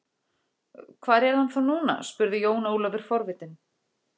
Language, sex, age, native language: Icelandic, female, 40-49, Icelandic